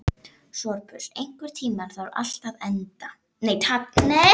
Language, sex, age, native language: Icelandic, female, 11, Icelandic